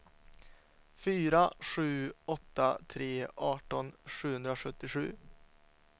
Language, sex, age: Swedish, male, 27